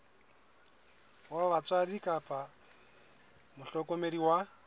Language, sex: Southern Sotho, male